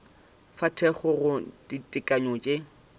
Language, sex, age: Northern Sotho, male, 25